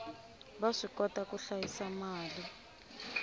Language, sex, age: Tsonga, female, 25